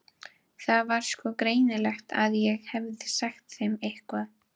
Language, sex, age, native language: Icelandic, female, 12, Icelandic